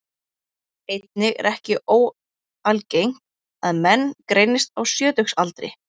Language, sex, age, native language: Icelandic, female, 20-29, Icelandic